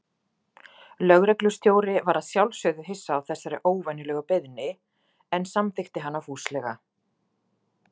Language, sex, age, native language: Icelandic, female, 40-49, Icelandic